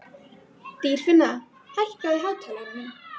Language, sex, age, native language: Icelandic, female, 18-19, Icelandic